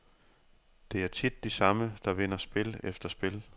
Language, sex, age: Danish, male, 30